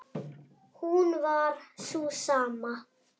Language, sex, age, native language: Icelandic, male, 7, Icelandic